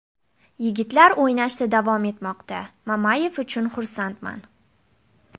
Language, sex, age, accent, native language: Uzbek, female, 18-24, Namangan, Uzbek